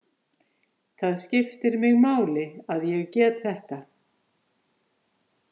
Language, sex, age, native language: Icelandic, female, 50-59, Icelandic